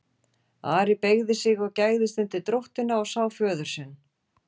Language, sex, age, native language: Icelandic, female, 40-49, Icelandic